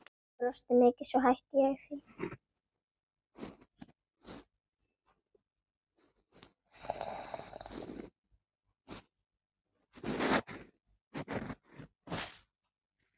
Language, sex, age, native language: Icelandic, female, 8, Icelandic